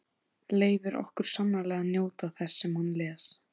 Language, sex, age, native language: Icelandic, female, 14, Icelandic